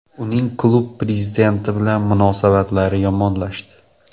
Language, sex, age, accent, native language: Uzbek, male, 18-24, Qoraqalpog'iston, Uzbek